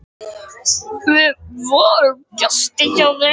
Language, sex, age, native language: Icelandic, female, 8, Icelandic